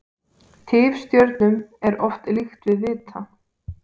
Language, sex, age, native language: Icelandic, female, 18-19, Icelandic